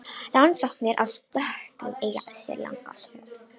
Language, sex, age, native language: Icelandic, female, 18-19, Romanian